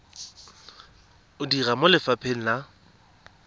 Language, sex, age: Tswana, male, 22